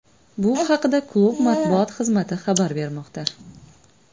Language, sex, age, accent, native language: Uzbek, female, 25-34, Navoiy, Uzbek